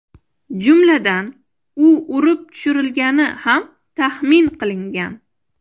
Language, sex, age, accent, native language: Uzbek, female, 25-34, Toshkent shahri, Uzbek